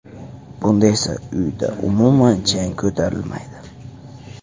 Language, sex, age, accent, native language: Uzbek, male, 18-24, Andijon, Uzbek